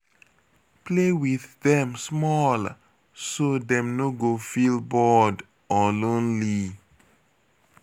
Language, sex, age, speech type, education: Nigerian Pidgin, male, 30-45, spontaneous, tertiary